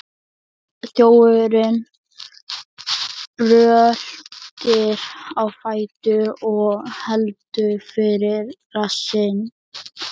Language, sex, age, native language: Icelandic, male, 11, Icelandic